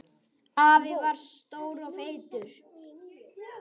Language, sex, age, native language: Icelandic, male, 8, Icelandic